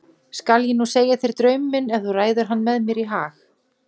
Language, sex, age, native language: Icelandic, female, 40-49, Icelandic